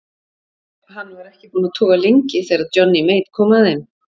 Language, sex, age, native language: Icelandic, female, 40-49, Icelandic